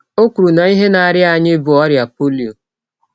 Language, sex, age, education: Igbo, female, 30-45, tertiary